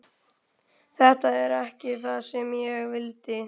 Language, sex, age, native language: Icelandic, male, 11, Icelandic